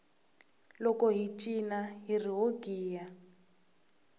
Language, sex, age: Tsonga, female, 21